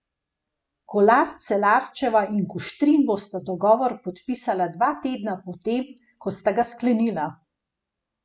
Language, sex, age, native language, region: Slovenian, female, 50-59, Slovenian, Gorenjska region